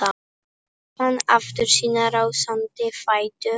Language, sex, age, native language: Icelandic, female, 10, Polish